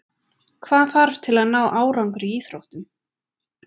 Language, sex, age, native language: Icelandic, female, 20-29, Icelandic